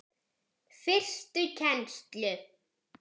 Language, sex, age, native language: Icelandic, female, 10, Icelandic